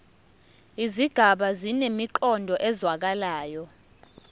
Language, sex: Zulu, female